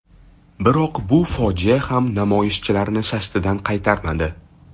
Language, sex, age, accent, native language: Uzbek, male, 12-17, Toshkent shahri, Uzbek